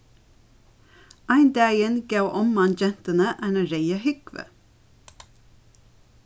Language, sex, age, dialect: Faroese, female, 36-60, Suðurstreymoy